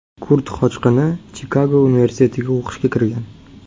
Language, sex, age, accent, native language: Uzbek, male, 18-24, Sirdaryo, Uzbek